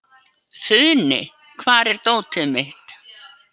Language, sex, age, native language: Icelandic, female, 70-79, Icelandic